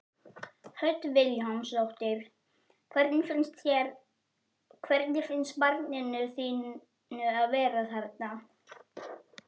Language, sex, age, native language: Icelandic, female, 11, Icelandic